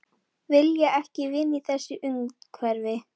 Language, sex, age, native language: Icelandic, female, 30-39, Icelandic